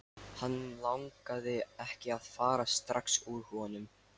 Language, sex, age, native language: Icelandic, male, 13, Lithuanian